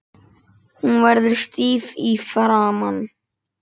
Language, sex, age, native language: Icelandic, male, 9, Icelandic